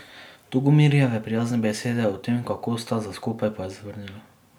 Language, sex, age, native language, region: Slovenian, male, 18-29, Slovenian, Drava region